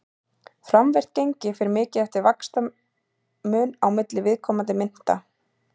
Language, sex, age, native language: Icelandic, female, 30-39, Icelandic